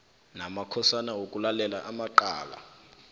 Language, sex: South Ndebele, male